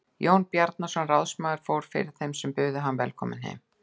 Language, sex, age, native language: Icelandic, female, 60-69, Icelandic